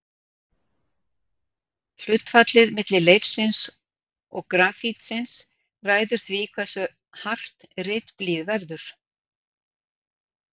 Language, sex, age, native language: Icelandic, female, 60-69, Icelandic